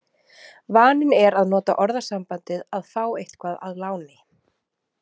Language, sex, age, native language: Icelandic, female, 30-39, Icelandic